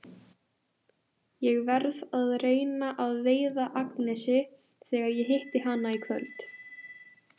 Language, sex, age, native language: Icelandic, female, 18-19, Icelandic